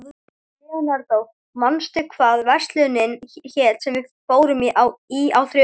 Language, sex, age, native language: Icelandic, female, 12, Icelandic